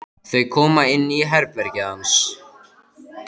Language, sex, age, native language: Icelandic, male, 13, Icelandic